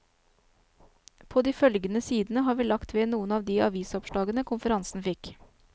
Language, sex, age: Norwegian, female, 29